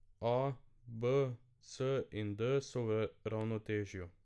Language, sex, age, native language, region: Slovenian, male, 18-29, Slovenian, Drava region